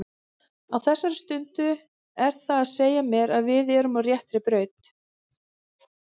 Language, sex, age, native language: Icelandic, female, 30-39, Icelandic